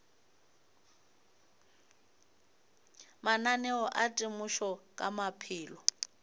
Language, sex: Northern Sotho, female